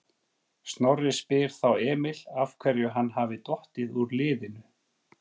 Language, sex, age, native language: Icelandic, male, 40-49, Icelandic